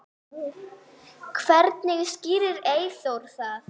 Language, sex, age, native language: Icelandic, female, 9, Icelandic